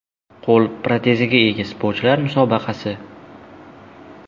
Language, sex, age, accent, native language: Uzbek, male, 12-17, Jizzax, Uzbek